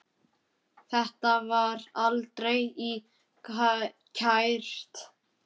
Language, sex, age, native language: Icelandic, male, 9, Icelandic